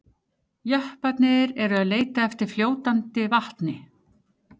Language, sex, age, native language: Icelandic, female, 50-59, Icelandic